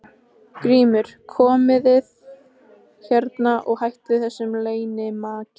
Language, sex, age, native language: Icelandic, female, 15, Icelandic